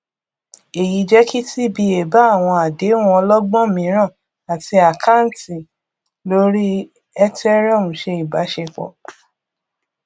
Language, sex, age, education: Yoruba, female, 30-45, tertiary